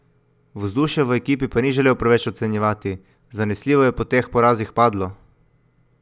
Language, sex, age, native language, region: Slovenian, male, 18-29, Slovenian, Coastal Karst region